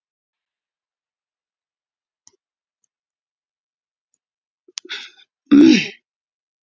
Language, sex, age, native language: Icelandic, female, 30-39, Icelandic